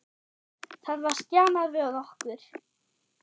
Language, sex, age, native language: Icelandic, female, 8, German